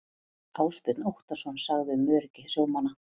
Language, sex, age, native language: Icelandic, female, 30-39, Icelandic